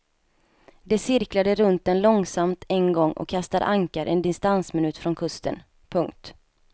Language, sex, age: Swedish, female, 27